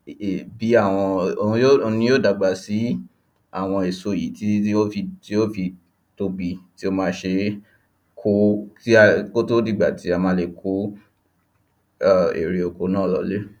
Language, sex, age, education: Yoruba, male, 15-29, tertiary